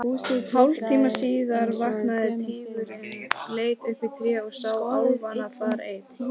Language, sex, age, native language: Icelandic, female, 18-19, Icelandic